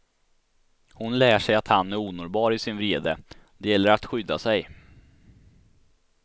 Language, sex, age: Swedish, male, 16